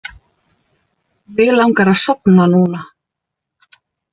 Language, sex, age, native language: Icelandic, female, 30-39, Icelandic